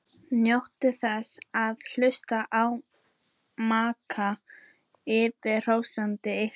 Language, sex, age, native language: Icelandic, female, 14, Icelandic